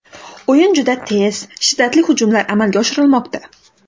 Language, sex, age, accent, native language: Uzbek, female, 18-24, Xorazm, Uzbek